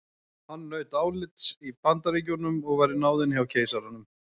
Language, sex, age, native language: Icelandic, male, 40-49, Icelandic